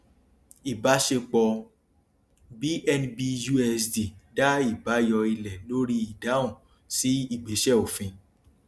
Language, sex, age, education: Yoruba, male, 30-45, tertiary